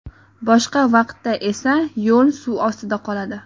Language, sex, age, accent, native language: Uzbek, female, 18-24, Qoraqalpog'iston, Uzbek